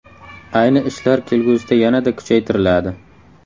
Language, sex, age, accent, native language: Uzbek, male, 18-24, Samarqand, Uzbek